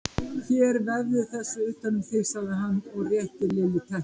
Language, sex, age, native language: Icelandic, female, 50-59, Icelandic